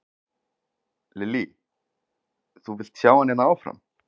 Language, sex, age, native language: Icelandic, male, 40-49, Icelandic